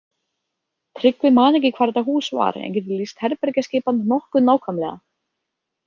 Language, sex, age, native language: Icelandic, female, 30-39, Icelandic